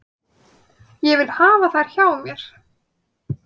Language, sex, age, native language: Icelandic, female, 30-39, Icelandic